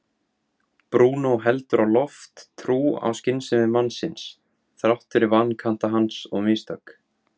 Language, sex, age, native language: Icelandic, male, 17, Icelandic